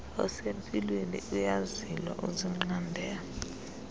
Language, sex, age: Xhosa, female, 30